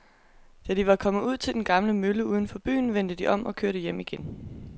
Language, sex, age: Danish, female, 22